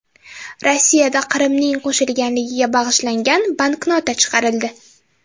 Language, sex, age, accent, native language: Uzbek, female, 12-17, Toshkent shahri, Uzbek